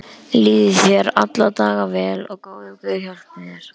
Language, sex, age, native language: Icelandic, male, 11, Icelandic